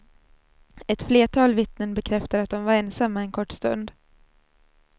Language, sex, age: Swedish, female, 27